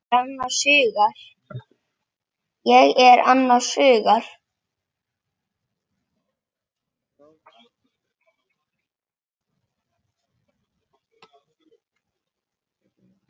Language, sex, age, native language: Icelandic, female, 7, Icelandic